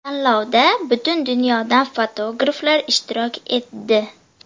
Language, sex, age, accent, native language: Uzbek, female, 12-17, Andijon, Uzbek